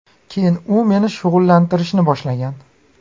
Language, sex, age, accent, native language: Uzbek, male, 25-34, Farg'ona, Uzbek